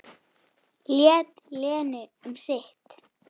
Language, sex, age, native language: Icelandic, female, 8, Icelandic